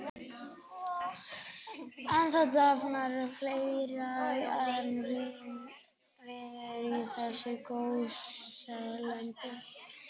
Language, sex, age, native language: Icelandic, male, 11, Icelandic